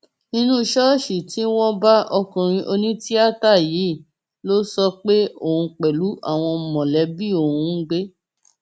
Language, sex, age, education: Yoruba, female, 30-45, tertiary